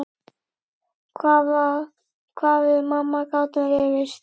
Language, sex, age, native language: Icelandic, male, 8, Icelandic